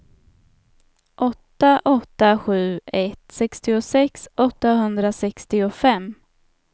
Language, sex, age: Swedish, female, 27